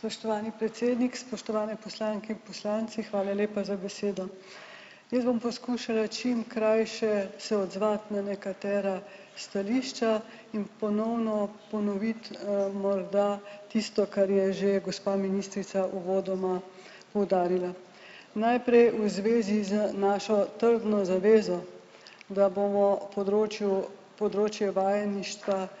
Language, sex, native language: Slovenian, male, Slovenian